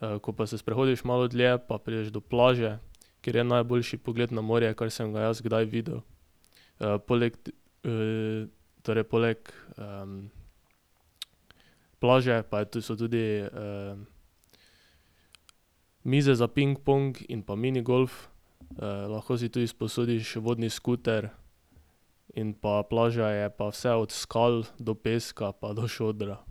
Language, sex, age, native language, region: Slovenian, male, 18-29, Slovenian, Drava region